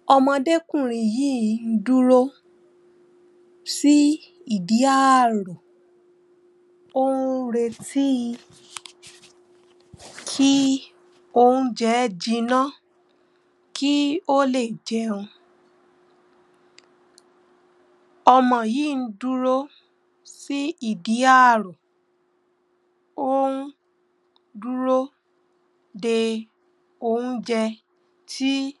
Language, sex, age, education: Yoruba, female, 15-29, primary